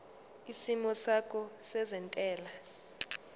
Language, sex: Zulu, female